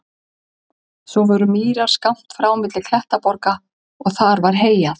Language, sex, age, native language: Icelandic, female, 50-59, Icelandic